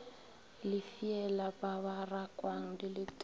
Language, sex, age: Northern Sotho, female, 22